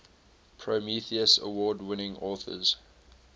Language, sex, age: English, male, 18